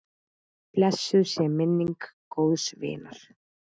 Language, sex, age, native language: Icelandic, female, 9, Icelandic